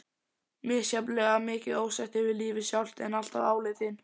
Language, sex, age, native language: Icelandic, male, 11, Icelandic